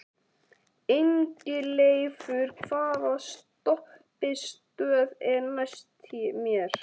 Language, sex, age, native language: Icelandic, male, 11, Icelandic